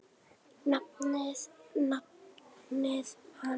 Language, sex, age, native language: Icelandic, female, 9, Icelandic